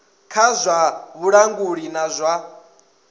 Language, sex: Venda, male